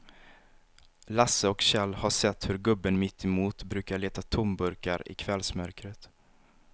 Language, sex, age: Swedish, male, 23